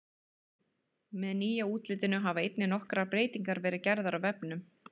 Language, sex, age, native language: Icelandic, female, 30-39, Icelandic